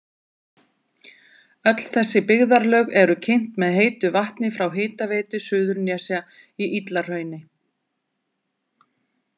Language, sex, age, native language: Icelandic, female, 40-49, Icelandic